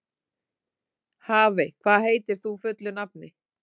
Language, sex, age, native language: Icelandic, female, 40-49, Icelandic